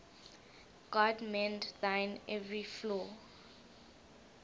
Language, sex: English, female